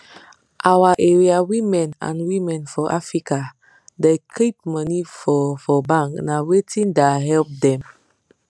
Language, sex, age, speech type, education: Nigerian Pidgin, female, 30-45, spontaneous, secondary